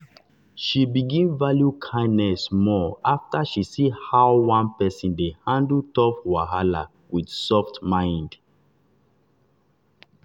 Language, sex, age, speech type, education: Nigerian Pidgin, male, 30-45, spontaneous, tertiary